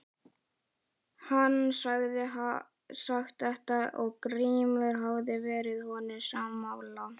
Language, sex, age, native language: Icelandic, male, 11, Icelandic